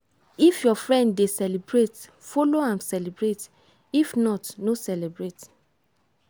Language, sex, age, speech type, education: Nigerian Pidgin, female, 15-29, spontaneous, tertiary